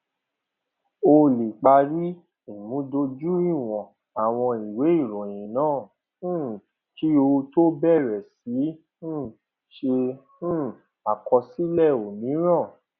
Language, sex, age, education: Yoruba, male, 30-45, tertiary